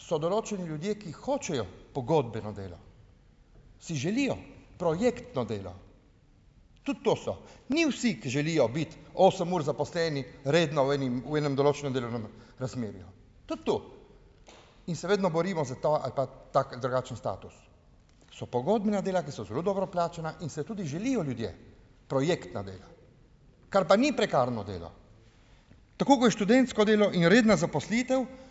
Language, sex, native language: Slovenian, male, Slovenian